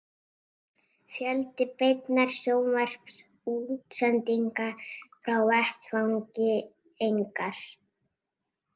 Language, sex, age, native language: Icelandic, female, 50-59, Icelandic